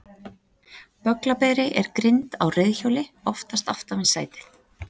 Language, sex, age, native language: Icelandic, female, 30-39, Icelandic